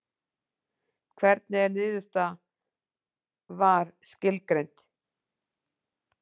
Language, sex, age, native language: Icelandic, female, 40-49, Icelandic